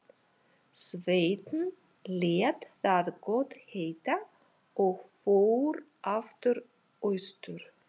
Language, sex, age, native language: Icelandic, female, 40-49, Russian